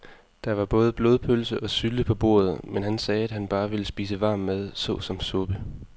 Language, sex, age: Danish, male, 20